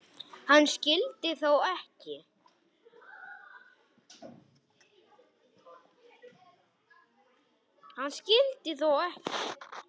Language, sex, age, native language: Icelandic, male, 10, Icelandic